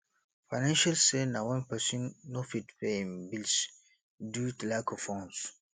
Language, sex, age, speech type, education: Nigerian Pidgin, male, 15-29, spontaneous, tertiary